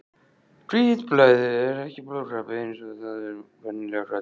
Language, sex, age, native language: Icelandic, male, 14, Icelandic